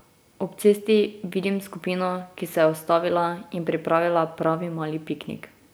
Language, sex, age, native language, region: Slovenian, female, 18-29, Slovenian, Drava region